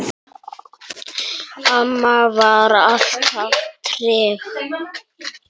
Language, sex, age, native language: Icelandic, male, 9, Icelandic